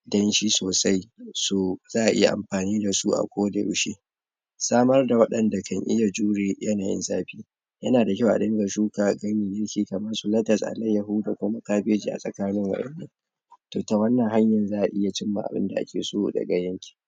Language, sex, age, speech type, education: Hausa, male, 46-60, spontaneous, tertiary